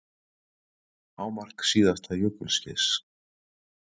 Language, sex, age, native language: Icelandic, male, 40-49, Icelandic